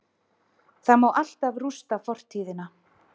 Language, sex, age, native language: Icelandic, female, 30-39, Icelandic